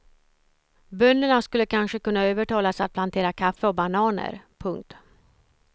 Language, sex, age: Swedish, female, 54